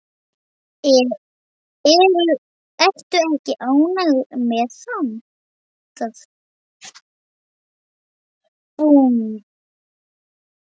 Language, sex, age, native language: Icelandic, male, 7, Icelandic